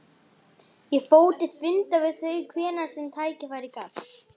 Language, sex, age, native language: Icelandic, male, 11, Icelandic